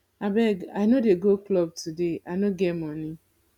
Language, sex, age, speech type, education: Nigerian Pidgin, female, 15-29, spontaneous, tertiary